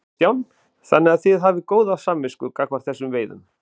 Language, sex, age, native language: Icelandic, male, 40-49, Icelandic